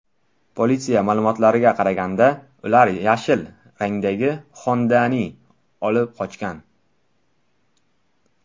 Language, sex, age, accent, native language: Uzbek, male, under 19, Buxoro, Tajik